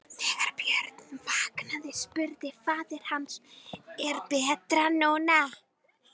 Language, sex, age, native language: Icelandic, female, 12, Icelandic